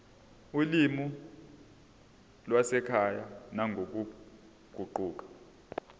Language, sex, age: Zulu, male, 22